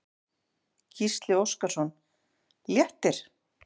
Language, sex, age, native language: Icelandic, female, 40-49, Icelandic